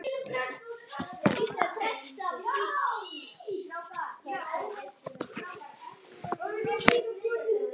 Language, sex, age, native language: Icelandic, male, 9, Icelandic